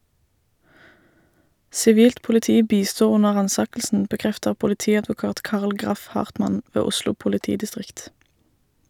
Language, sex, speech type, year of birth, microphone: Norwegian, female, read, 1987, Shure